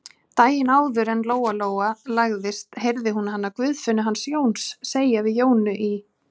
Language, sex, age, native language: Icelandic, female, 30-39, Icelandic